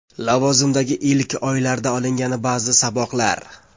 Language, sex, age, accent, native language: Uzbek, male, 25-34, Surxondaryo, Uzbek